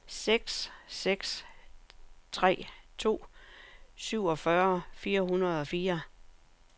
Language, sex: Danish, female